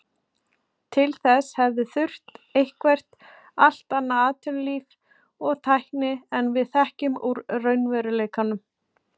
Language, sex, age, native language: Icelandic, female, 40-49, Icelandic